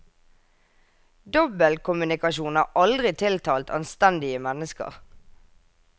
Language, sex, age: Norwegian, female, 24